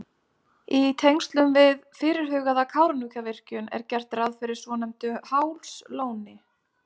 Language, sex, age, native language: Icelandic, female, 30-39, Icelandic